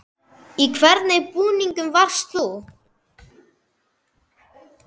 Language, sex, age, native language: Icelandic, male, 10, Icelandic